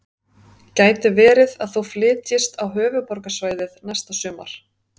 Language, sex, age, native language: Icelandic, female, 30-39, Icelandic